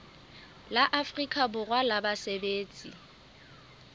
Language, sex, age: Southern Sotho, female, 24